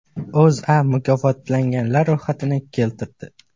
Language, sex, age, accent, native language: Uzbek, male, 18-24, Farg'ona, Uzbek